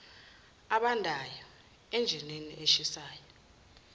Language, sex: Zulu, female